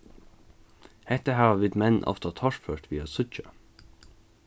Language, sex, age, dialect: Faroese, male, 15-35, Norðuroyggjar